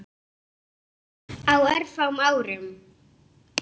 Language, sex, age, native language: Icelandic, female, 7, Icelandic